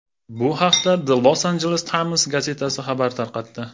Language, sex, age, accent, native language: Uzbek, male, 19-29, Jizzax, Uzbek